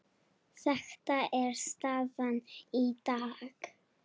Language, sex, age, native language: Icelandic, female, 8, Serbo-Croatian